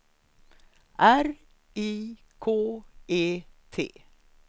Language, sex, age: Swedish, female, 63